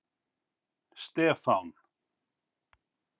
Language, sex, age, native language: Icelandic, male, 50-59, Icelandic